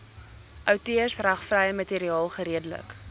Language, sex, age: Afrikaans, female, 19